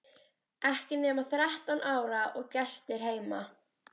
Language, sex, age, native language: Icelandic, female, 13, Icelandic